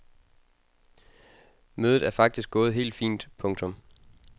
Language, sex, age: Danish, male, 22